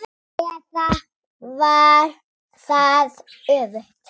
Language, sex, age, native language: Icelandic, male, 7, Icelandic